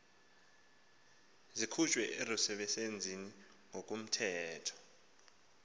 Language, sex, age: Xhosa, male, 19